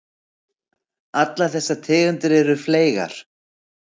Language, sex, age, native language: Icelandic, female, 60-69, Icelandic